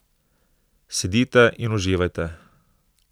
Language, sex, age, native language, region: Slovenian, male, 30-49, Slovenian, Southeast Slovenia